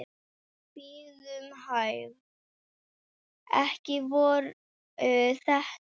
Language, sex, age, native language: Icelandic, female, 8, Icelandic